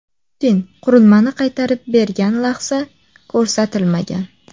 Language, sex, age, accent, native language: Uzbek, female, 18-24, Samarqand, Uzbek